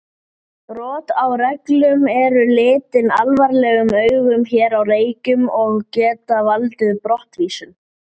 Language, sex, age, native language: Icelandic, male, 8, Icelandic